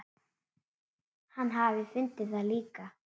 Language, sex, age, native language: Icelandic, female, 7, Icelandic